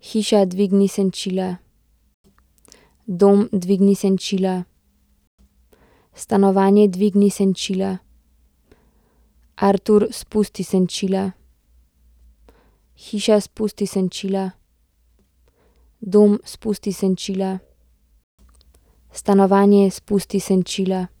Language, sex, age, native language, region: Slovenian, female, 18-29, Slovenian, Central Slovenia